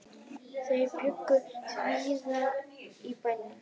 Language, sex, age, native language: Icelandic, female, 10, Icelandic